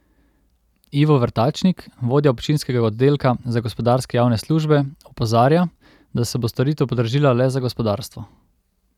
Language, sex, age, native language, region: Slovenian, male, 30-49, Slovenian, Central Slovenia